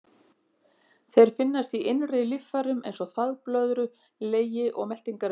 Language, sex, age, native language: Icelandic, female, 50-59, Icelandic